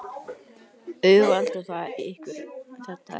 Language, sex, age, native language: Icelandic, female, 13, Icelandic